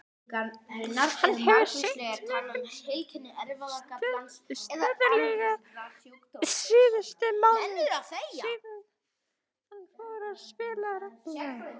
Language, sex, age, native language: Icelandic, other, 18-19, Icelandic